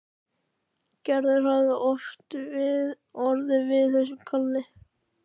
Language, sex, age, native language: Icelandic, male, 13, Icelandic